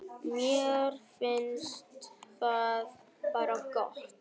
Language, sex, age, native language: Icelandic, male, 10, Vietnamese